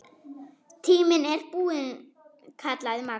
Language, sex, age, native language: Icelandic, female, 7, German